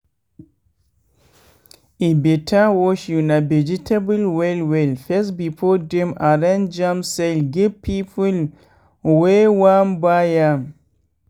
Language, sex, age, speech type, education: Nigerian Pidgin, male, 15-29, spontaneous, tertiary